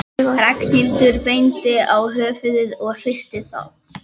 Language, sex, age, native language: Icelandic, female, 11, Icelandic